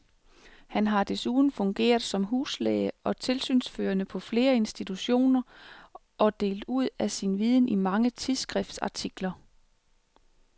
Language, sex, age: Danish, female, 36